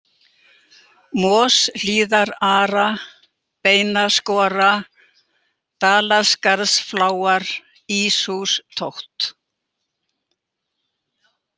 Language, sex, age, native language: Icelandic, female, 80-89, Icelandic